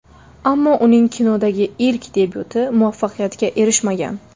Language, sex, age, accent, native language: Uzbek, female, 25-34, Farg'ona, Uzbek